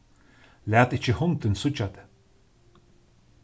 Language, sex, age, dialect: Faroese, male, 36-60, Suðurstreymoy